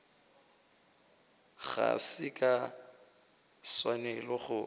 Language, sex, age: Northern Sotho, male, 18